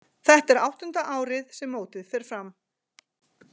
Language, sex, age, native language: Icelandic, female, 40-49, Icelandic